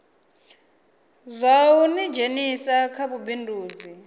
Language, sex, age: Venda, female, 24